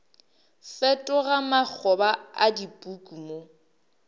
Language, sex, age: Northern Sotho, female, 23